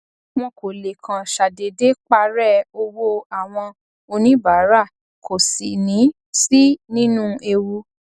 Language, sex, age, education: Yoruba, female, 15-29, tertiary